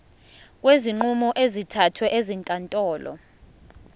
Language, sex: Zulu, female